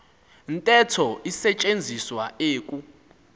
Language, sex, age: Xhosa, male, 19